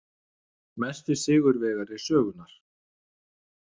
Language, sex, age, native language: Icelandic, male, 30-39, Danish